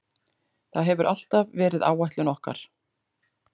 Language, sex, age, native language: Icelandic, female, 40-49, Icelandic